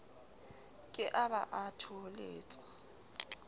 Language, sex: Southern Sotho, female